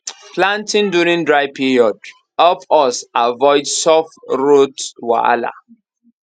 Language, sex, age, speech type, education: Nigerian Pidgin, male, 15-29, spontaneous, tertiary